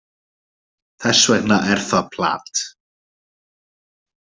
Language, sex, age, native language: Icelandic, male, 20-29, Icelandic